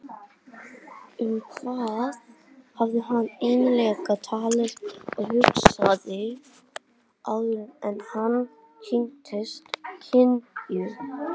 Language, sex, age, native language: Icelandic, male, 18-19, Icelandic